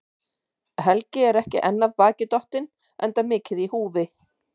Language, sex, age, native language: Icelandic, female, 50-59, Icelandic